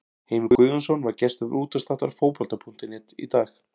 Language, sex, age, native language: Icelandic, male, 40-49, Icelandic